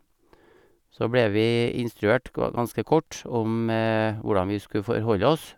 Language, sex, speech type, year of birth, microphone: Norwegian, male, spontaneous, 1956, Sennheiser